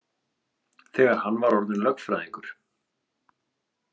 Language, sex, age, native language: Icelandic, male, 30-39, Icelandic